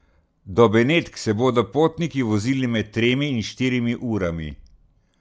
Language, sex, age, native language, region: Slovenian, male, 60+, Slovenian, Central Slovenia